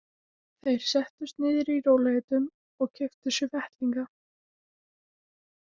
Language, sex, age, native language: Icelandic, female, 18-19, Icelandic